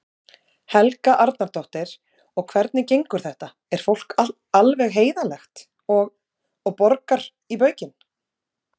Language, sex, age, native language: Icelandic, female, 30-39, Icelandic